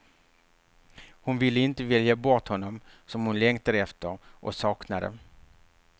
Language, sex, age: Swedish, male, 48